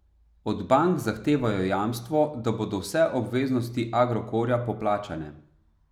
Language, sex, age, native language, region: Slovenian, male, 30-49, Slovenian, Savinja region